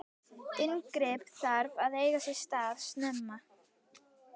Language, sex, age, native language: Icelandic, female, 18-19, Icelandic